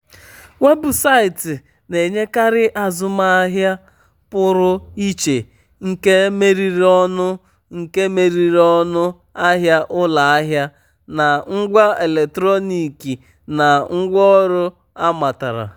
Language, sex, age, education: Igbo, male, 30-45, tertiary